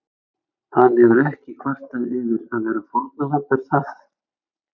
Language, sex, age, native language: Icelandic, male, 60-69, Icelandic